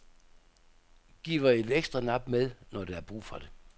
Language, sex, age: Danish, male, 67